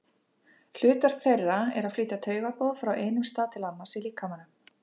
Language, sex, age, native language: Icelandic, female, 50-59, Icelandic